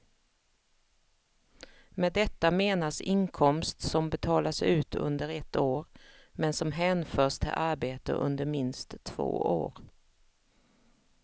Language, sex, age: Swedish, female, 45